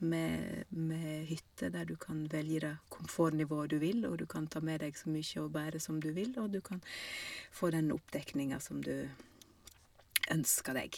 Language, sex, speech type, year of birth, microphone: Norwegian, female, spontaneous, 1970, Shure